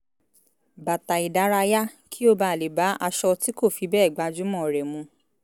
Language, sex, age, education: Yoruba, female, 15-29, tertiary